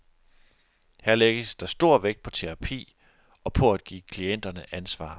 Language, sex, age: Danish, male, 42